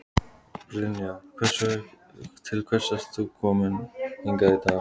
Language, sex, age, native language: Icelandic, male, 15, Icelandic